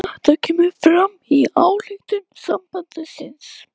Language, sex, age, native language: Icelandic, female, 18-19, Icelandic